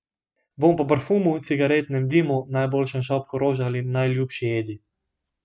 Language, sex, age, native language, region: Slovenian, male, 18-29, Slovenian, Gorenjska region